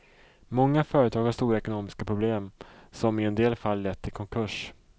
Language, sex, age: Swedish, male, 34